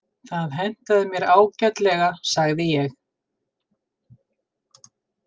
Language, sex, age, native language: Icelandic, female, 60-69, Icelandic